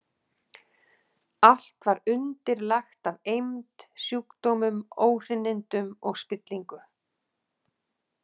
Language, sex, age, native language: Icelandic, female, 40-49, Icelandic